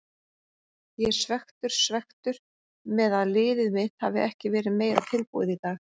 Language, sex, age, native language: Icelandic, female, 30-39, Icelandic